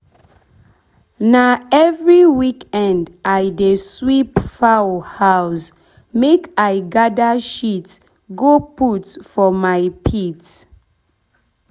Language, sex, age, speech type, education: Nigerian Pidgin, female, 15-29, spontaneous, tertiary